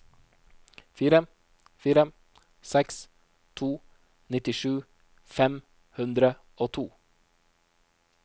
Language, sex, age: Norwegian, male, 29